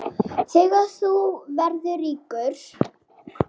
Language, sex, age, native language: Icelandic, female, 8, Icelandic